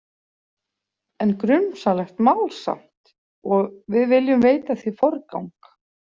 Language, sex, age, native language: Icelandic, female, 40-49, Icelandic